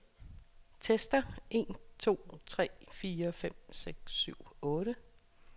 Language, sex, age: Danish, female, 36